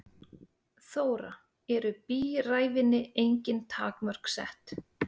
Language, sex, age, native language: Icelandic, female, 30-39, Icelandic